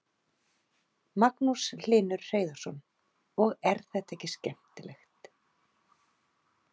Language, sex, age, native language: Icelandic, female, 40-49, Icelandic